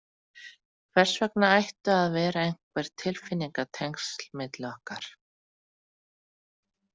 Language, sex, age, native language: Icelandic, female, 40-49, Icelandic